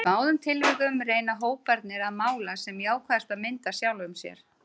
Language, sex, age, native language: Icelandic, female, 30-39, Icelandic